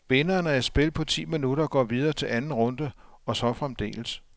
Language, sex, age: Danish, male, 57